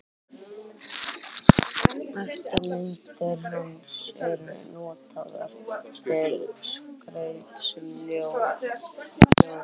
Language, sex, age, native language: Icelandic, female, 18-19, Icelandic